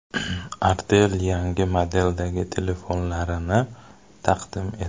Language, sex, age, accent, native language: Uzbek, male, 25-34, Toshkent shahri, Uzbek